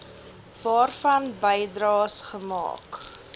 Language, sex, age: Afrikaans, female, 20